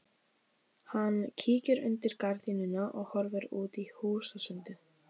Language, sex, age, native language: Icelandic, female, 15, Icelandic